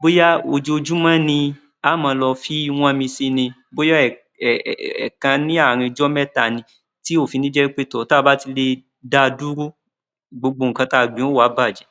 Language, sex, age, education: Yoruba, male, 30-45, tertiary